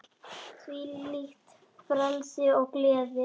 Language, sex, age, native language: Icelandic, female, 10, Icelandic